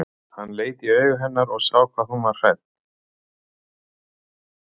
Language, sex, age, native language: Icelandic, male, 40-49, Icelandic